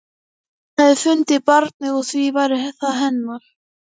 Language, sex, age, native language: Icelandic, female, 11, Icelandic